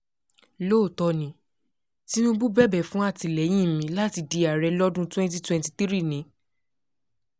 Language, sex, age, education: Yoruba, female, 15-29, tertiary